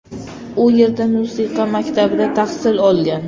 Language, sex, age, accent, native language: Uzbek, female, 25-34, Qashqadaryo, Uzbek